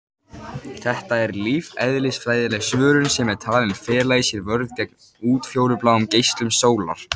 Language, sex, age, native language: Icelandic, male, 18-19, Icelandic